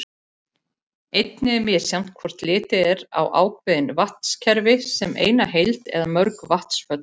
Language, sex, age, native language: Icelandic, female, 40-49, Icelandic